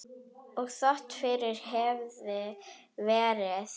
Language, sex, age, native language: Icelandic, female, 10, Icelandic